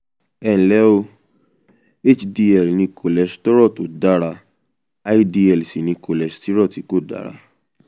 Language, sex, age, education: Yoruba, male, 15-29, tertiary